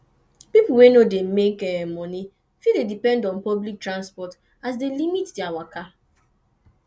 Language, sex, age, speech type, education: Nigerian Pidgin, female, 15-29, spontaneous, tertiary